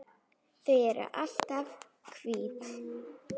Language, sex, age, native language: Icelandic, female, 9, Icelandic